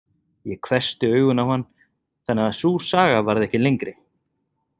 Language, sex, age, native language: Icelandic, male, 30-39, Icelandic